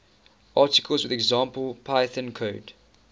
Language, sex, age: English, male, 19